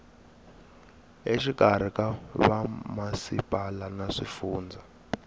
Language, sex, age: Tsonga, male, 21